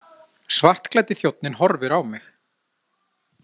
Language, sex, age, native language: Icelandic, male, 40-49, Icelandic